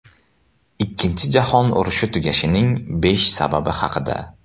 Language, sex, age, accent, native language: Uzbek, male, 18-24, Samarqand, Uzbek